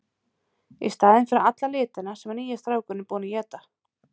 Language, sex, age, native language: Icelandic, female, 30-39, Icelandic